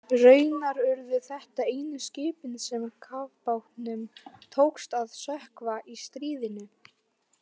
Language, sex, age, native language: Icelandic, female, 18-19, Polish